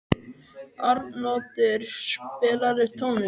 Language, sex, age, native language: Icelandic, male, 12, Icelandic